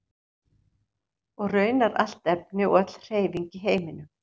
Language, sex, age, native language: Icelandic, female, 60-69, Icelandic